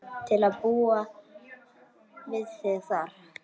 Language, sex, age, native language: Icelandic, male, 12, Icelandic